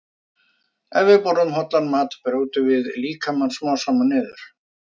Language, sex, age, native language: Icelandic, male, 50-59, Icelandic